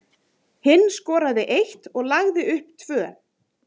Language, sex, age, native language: Icelandic, female, 30-39, Icelandic